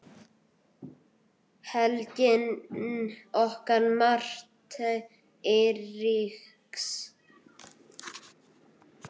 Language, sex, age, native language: Icelandic, male, 9, Icelandic